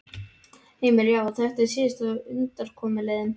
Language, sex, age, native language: Icelandic, male, 12, Icelandic